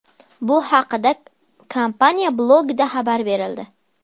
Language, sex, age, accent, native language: Uzbek, female, 12-17, Farg'ona, Uzbek